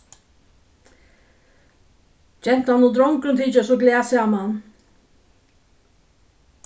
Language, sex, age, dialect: Faroese, female, 36-60, Suðuroy